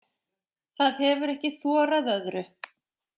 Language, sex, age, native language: Icelandic, female, 40-49, Icelandic